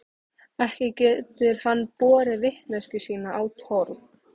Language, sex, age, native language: Icelandic, female, 15, Icelandic